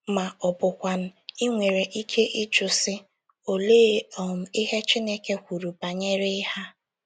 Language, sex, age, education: Igbo, female, 15-29, tertiary